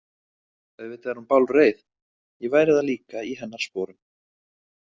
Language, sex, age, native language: Icelandic, male, 30-39, Icelandic